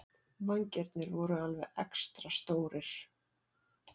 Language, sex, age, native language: Icelandic, female, 40-49, Icelandic